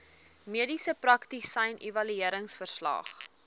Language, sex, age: Afrikaans, female, 20